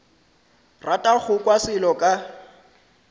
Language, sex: Northern Sotho, male